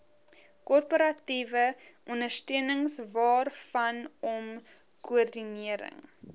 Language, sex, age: Afrikaans, female, 20